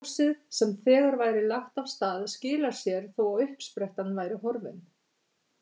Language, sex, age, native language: Icelandic, female, 50-59, Icelandic